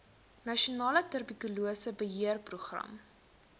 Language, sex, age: Afrikaans, female, 19